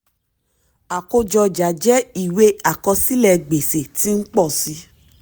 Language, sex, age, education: Yoruba, female, 30-45, tertiary